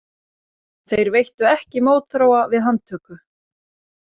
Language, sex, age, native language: Icelandic, female, 30-39, Icelandic